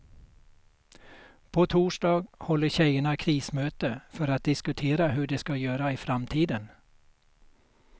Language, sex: Swedish, male